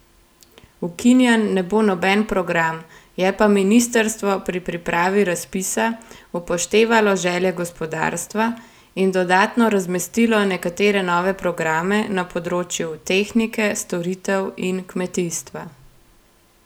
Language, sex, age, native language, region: Slovenian, female, 18-29, Slovenian, Gorenjska region